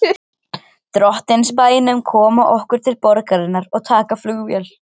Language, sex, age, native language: Icelandic, other, 13, Icelandic